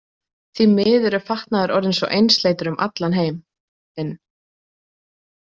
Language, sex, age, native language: Icelandic, female, 20-29, Icelandic